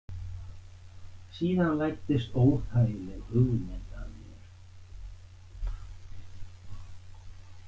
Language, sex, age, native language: Icelandic, male, 60-69, Icelandic